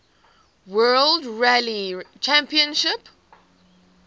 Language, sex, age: English, female, 18